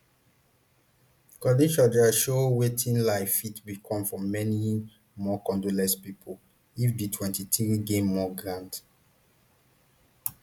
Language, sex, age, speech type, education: Nigerian Pidgin, male, 30-45, spontaneous, tertiary